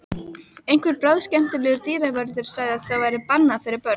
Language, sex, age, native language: Icelandic, female, 12, Icelandic